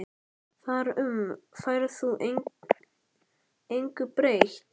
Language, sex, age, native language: Icelandic, male, 11, Icelandic